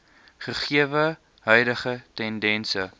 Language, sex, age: Afrikaans, male, 19